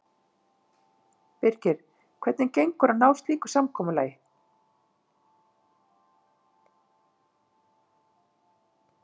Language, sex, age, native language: Icelandic, female, 50-59, Icelandic